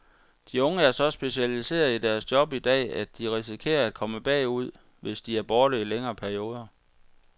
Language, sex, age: Danish, male, 46